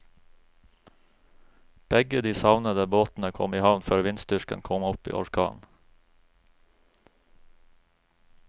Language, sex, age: Norwegian, male, 36